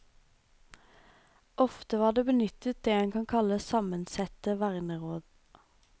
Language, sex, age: Norwegian, female, 26